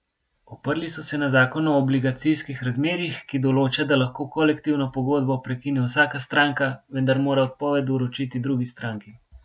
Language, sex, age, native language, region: Slovenian, male, 18-29, Slovenian, Gorenjska region